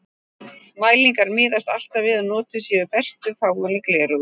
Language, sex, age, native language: Icelandic, female, 40-49, Icelandic